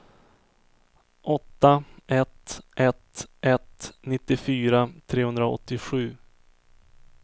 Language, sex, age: Swedish, male, 24